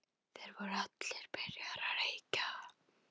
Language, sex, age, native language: Icelandic, female, 12, Icelandic